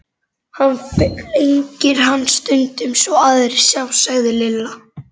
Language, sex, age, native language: Icelandic, male, 11, Icelandic